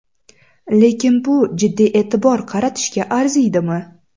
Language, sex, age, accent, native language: Uzbek, female, 18-24, Samarqand, Uzbek